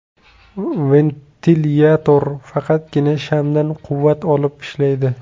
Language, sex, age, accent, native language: Uzbek, male, 18-24, Jizzax, Uzbek